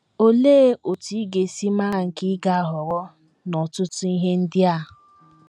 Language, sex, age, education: Igbo, female, 15-29, tertiary